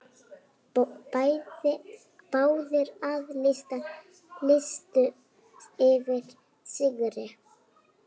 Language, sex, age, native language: Icelandic, female, 6, Icelandic